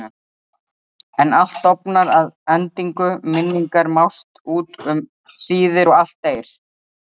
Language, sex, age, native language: Icelandic, female, 30-39, Icelandic